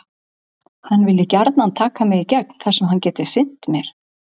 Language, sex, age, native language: Icelandic, female, 50-59, Icelandic